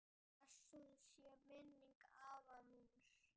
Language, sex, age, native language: Icelandic, male, 8, Icelandic